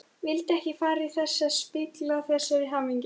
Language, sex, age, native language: Icelandic, female, 13, Icelandic